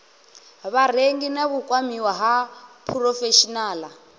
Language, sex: Venda, male